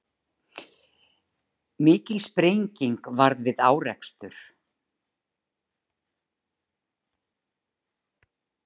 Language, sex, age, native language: Icelandic, female, 60-69, Icelandic